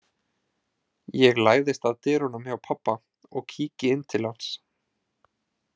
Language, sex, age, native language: Icelandic, male, 20-29, Icelandic